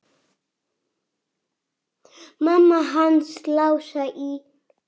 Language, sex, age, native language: Icelandic, male, 6, Icelandic